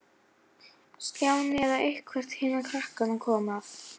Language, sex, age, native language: Icelandic, female, 11, Icelandic